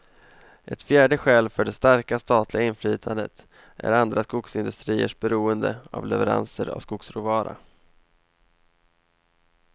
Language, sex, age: Swedish, male, 28